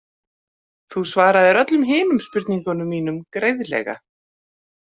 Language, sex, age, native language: Icelandic, female, 40-49, Icelandic